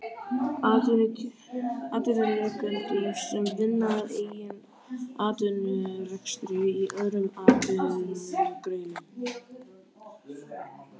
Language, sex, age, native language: Icelandic, male, 13, Icelandic